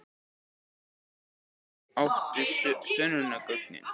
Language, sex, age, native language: Icelandic, male, 18-19, Icelandic